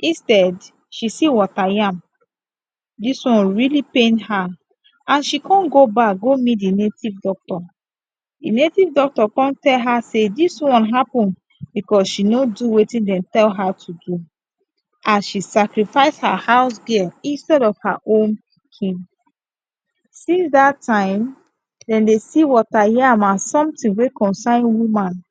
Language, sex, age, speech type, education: Nigerian Pidgin, female, 15-29, spontaneous, tertiary